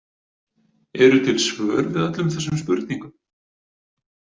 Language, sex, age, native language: Icelandic, male, 40-49, Icelandic